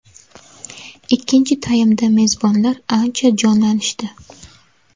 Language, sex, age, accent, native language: Uzbek, female, 18-24, Navoiy, Uzbek